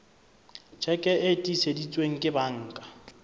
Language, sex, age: Southern Sotho, male, 26